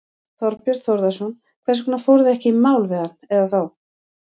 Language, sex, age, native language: Icelandic, female, 40-49, Icelandic